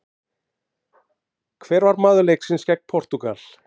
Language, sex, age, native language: Icelandic, male, 50-59, Icelandic